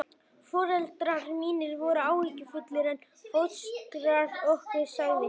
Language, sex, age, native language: Icelandic, male, 18-19, Icelandic